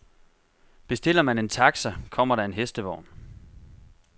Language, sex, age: Danish, male, 25